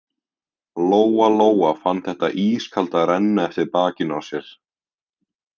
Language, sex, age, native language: Icelandic, male, 18-19, Icelandic